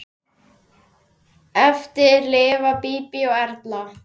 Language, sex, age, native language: Icelandic, male, 10, Icelandic